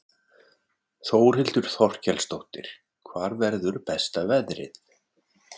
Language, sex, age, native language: Icelandic, male, 40-49, Icelandic